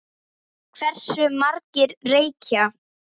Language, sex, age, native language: Icelandic, female, 10, Icelandic